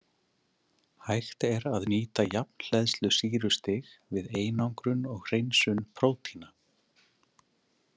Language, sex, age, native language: Icelandic, male, 30-39, Icelandic